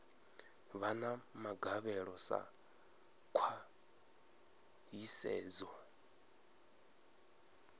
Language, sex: Venda, male